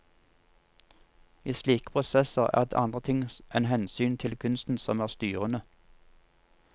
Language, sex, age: Norwegian, male, 47